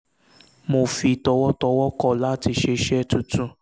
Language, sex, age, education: Yoruba, male, 15-29, secondary